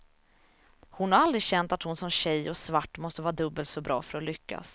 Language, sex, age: Swedish, female, 27